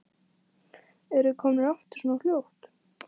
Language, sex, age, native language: Icelandic, female, 14, Icelandic